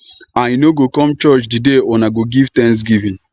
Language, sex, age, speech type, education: Nigerian Pidgin, male, 15-29, spontaneous, tertiary